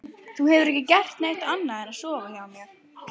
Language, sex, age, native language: Icelandic, female, 12, Icelandic